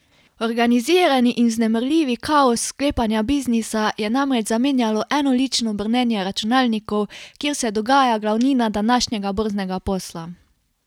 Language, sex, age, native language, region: Slovenian, female, 18-29, Slovenian, Carinthia region